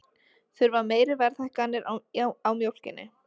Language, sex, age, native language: Icelandic, female, 20-29, Icelandic